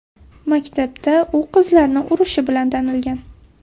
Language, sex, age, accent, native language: Uzbek, female, 18-24, Buxoro, Uzbek